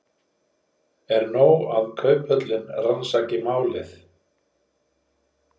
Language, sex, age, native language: Icelandic, male, 40-49, Icelandic